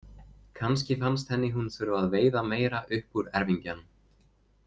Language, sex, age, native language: Icelandic, male, 20-29, Icelandic